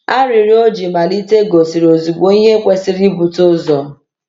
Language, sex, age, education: Igbo, female, 30-45, tertiary